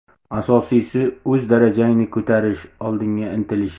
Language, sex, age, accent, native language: Uzbek, male, 35+, Navoiy, Uzbek